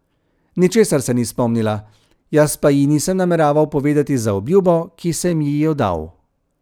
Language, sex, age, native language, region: Slovenian, male, 30-49, Slovenian, Central Slovenia